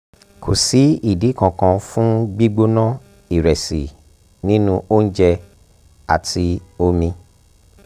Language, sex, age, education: Yoruba, male, 30-45, tertiary